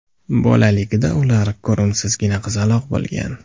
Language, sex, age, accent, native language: Uzbek, male, 18-24, Andijon, Uzbek